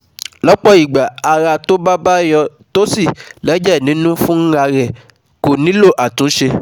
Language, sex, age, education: Yoruba, male, 15-29, tertiary